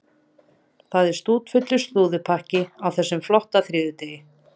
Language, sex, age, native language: Icelandic, female, 30-39, Icelandic